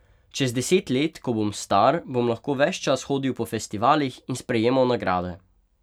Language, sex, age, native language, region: Slovenian, male, 18-29, Slovenian, Pomurje region